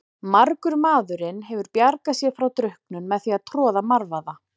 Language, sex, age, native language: Icelandic, female, 40-49, Icelandic